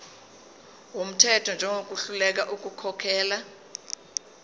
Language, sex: Zulu, female